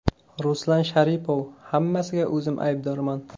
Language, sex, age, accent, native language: Uzbek, male, 18-24, Qashqadaryo, Uzbek